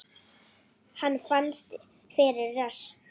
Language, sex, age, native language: Icelandic, female, 8, Icelandic